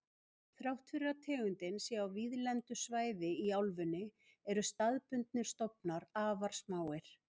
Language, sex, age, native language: Icelandic, female, 50-59, Icelandic